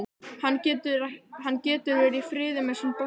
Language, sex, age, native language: Icelandic, male, 11, Icelandic